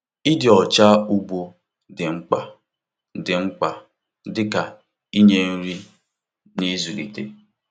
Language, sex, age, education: Igbo, male, 15-29, tertiary